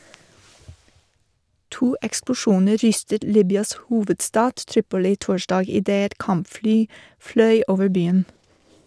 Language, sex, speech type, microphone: Norwegian, female, read, Shure